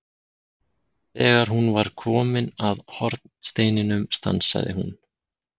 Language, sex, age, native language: Icelandic, male, 30-39, Icelandic